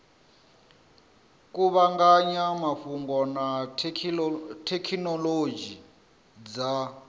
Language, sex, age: Venda, male, 34